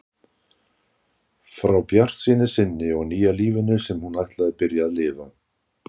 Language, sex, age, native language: Icelandic, male, 60-69, Icelandic